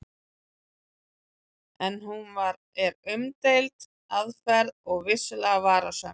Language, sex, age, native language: Icelandic, female, 30-39, Icelandic